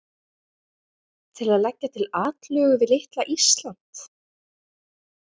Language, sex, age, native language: Icelandic, female, 20-29, Icelandic